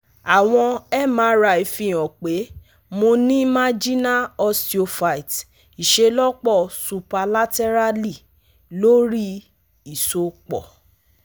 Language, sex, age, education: Yoruba, female, 30-45, tertiary